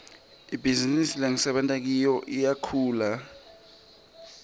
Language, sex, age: Swati, male, 23